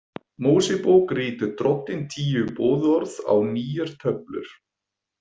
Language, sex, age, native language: Icelandic, male, 50-59, German